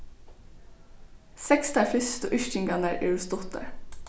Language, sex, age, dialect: Faroese, female, 15-35, Norðurstreymoy/Eysturoy